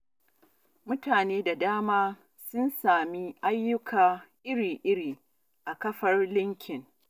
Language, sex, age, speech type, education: Hausa, female, 30-45, spontaneous, tertiary